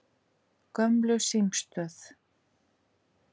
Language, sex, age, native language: Icelandic, female, 50-59, Icelandic